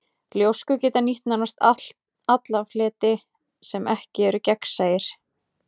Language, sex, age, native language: Icelandic, female, 30-39, Icelandic